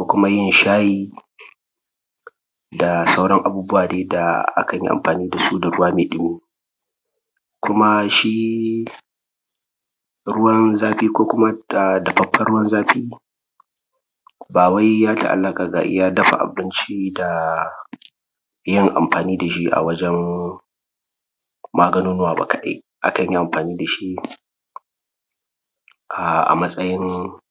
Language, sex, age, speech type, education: Hausa, male, 30-45, spontaneous, primary